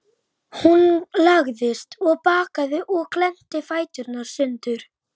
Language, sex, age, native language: Icelandic, male, 11, Icelandic